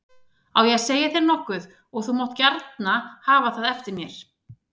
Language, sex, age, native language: Icelandic, female, 30-39, Icelandic